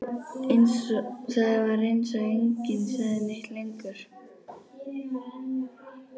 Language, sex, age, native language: Icelandic, female, 11, Icelandic